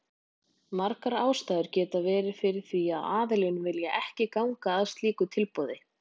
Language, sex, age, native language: Icelandic, female, 20-29, Icelandic